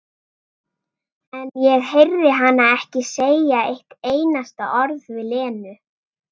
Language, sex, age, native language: Icelandic, female, 40-49, Icelandic